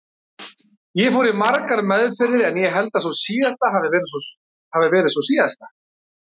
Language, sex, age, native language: Icelandic, male, 30-39, Icelandic